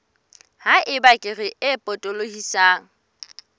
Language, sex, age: Southern Sotho, female, 18